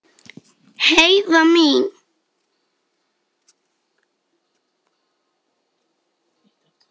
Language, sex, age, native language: Icelandic, male, 10, Icelandic